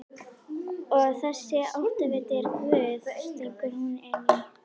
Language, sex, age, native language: Icelandic, female, 11, Icelandic